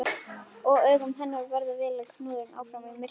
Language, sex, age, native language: Icelandic, female, 11, Icelandic